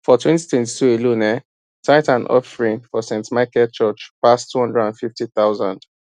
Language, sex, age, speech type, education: Nigerian Pidgin, male, 15-29, spontaneous, tertiary